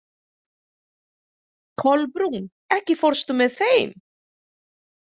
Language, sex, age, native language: Icelandic, female, 40-49, Filipino